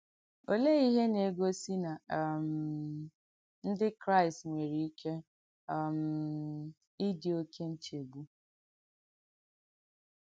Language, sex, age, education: Igbo, female, 15-29, tertiary